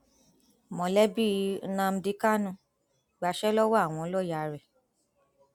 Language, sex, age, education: Yoruba, female, 15-29, tertiary